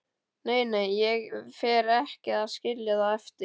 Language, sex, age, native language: Icelandic, male, 12, Icelandic